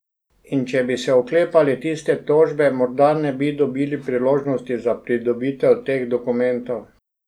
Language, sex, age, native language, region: Slovenian, male, 60+, Slovenian, Drava region